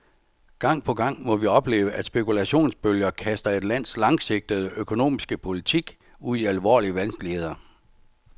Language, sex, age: Danish, male, 64